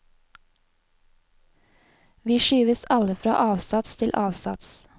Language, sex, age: Norwegian, female, 20